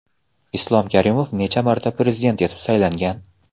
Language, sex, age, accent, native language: Uzbek, male, 18-24, Xorazm, Uzbek